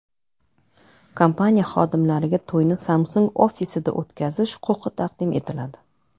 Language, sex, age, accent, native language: Uzbek, female, 30-39, Toshkent shahri, Uzbek